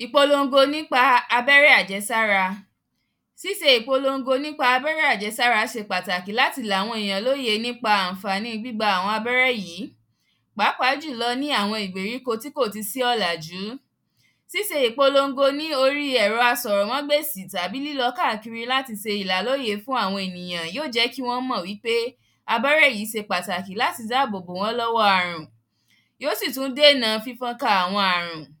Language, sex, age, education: Yoruba, female, 15-29, primary